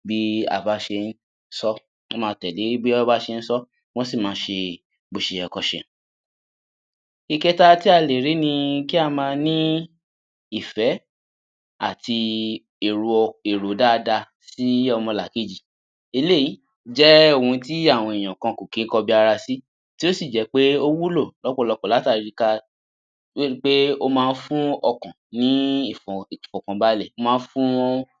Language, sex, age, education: Yoruba, male, 15-29, tertiary